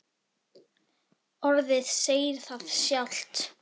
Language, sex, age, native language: Icelandic, female, 10, Icelandic